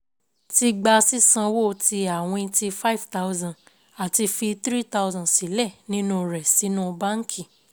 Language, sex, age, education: Yoruba, female, 15-29, secondary